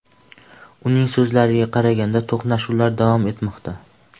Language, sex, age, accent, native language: Uzbek, male, 12-17, Andijon, Uzbek